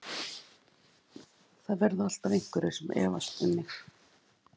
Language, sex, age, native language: Icelandic, female, 50-59, Icelandic